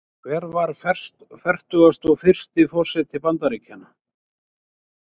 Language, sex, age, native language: Icelandic, male, 60-69, Icelandic